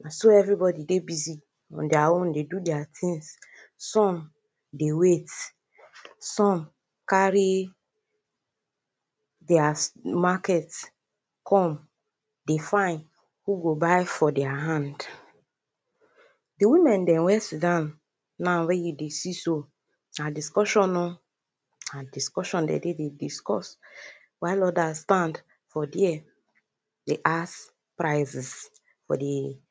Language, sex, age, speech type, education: Nigerian Pidgin, female, 15-29, spontaneous, tertiary